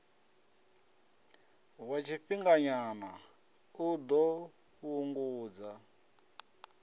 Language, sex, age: Venda, male, 33